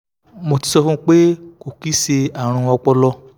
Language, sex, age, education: Yoruba, male, 15-29, tertiary